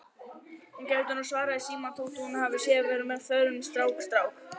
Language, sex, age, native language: Icelandic, female, 18-19, Icelandic